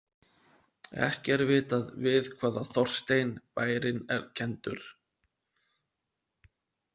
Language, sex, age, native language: Icelandic, male, 30-39, Icelandic